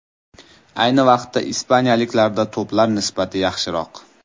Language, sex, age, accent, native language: Uzbek, male, 25-34, Toshkent viloyati, Uzbek